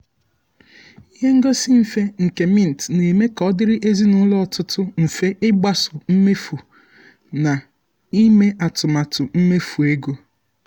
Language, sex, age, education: Igbo, male, 15-29, tertiary